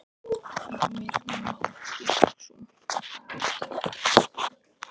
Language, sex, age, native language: Icelandic, male, 11, Icelandic